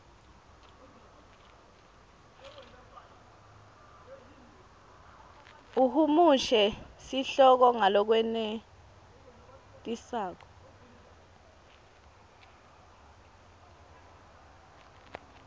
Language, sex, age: Swati, female, 23